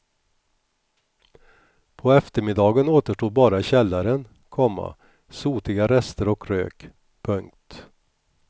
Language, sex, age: Swedish, male, 61